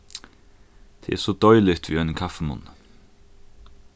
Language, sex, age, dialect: Faroese, male, 15-35, Norðuroyggjar